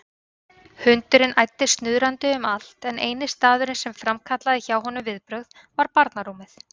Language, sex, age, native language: Icelandic, female, 30-39, Icelandic